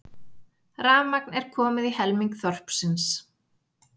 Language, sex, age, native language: Icelandic, female, 40-49, Icelandic